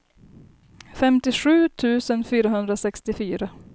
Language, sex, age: Swedish, female, 30